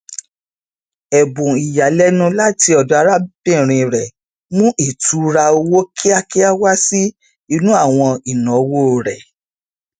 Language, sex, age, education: Yoruba, female, 46-60, tertiary